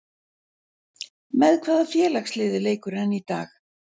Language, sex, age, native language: Icelandic, female, 60-69, Icelandic